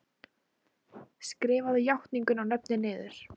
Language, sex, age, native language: Icelandic, female, 40-49, Icelandic